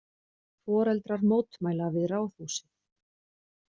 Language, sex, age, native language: Icelandic, female, 40-49, Icelandic